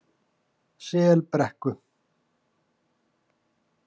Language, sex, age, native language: Icelandic, male, 40-49, Icelandic